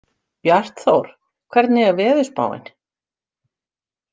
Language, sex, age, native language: Icelandic, female, 60-69, Icelandic